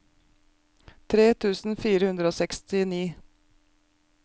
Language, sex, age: Norwegian, female, 36